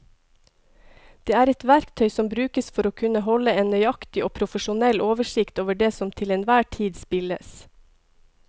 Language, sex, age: Norwegian, female, 42